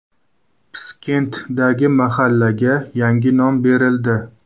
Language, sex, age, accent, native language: Uzbek, male, 19-29, Qashqadaryo, Uzbek